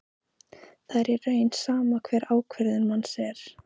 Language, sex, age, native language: Icelandic, female, 15, Icelandic